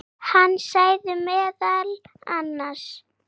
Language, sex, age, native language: Icelandic, female, 8, Icelandic